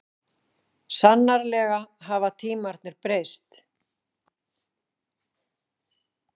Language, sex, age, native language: Icelandic, female, 40-49, Icelandic